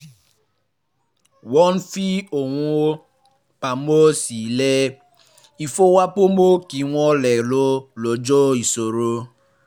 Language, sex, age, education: Yoruba, male, 15-29, tertiary